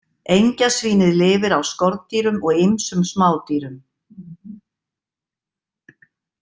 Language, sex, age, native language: Icelandic, female, 50-59, Icelandic